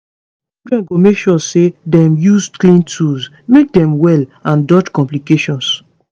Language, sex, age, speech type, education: Nigerian Pidgin, female, 15-29, spontaneous, tertiary